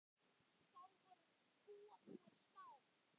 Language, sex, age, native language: Icelandic, male, 10, Icelandic